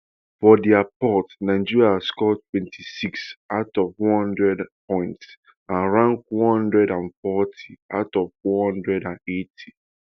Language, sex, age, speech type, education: Nigerian Pidgin, male, 15-29, spontaneous, tertiary